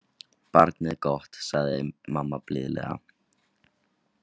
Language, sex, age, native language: Icelandic, male, 18-19, Icelandic